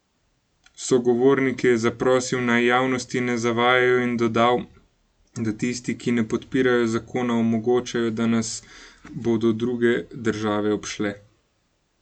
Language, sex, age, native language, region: Slovenian, male, 18-29, Slovenian, Gorenjska region